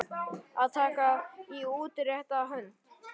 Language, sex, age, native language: Icelandic, male, 9, Icelandic